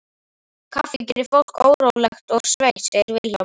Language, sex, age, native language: Icelandic, male, 11, Icelandic